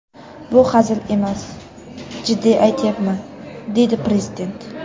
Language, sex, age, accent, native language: Uzbek, female, under 19, Samarqand, Uzbek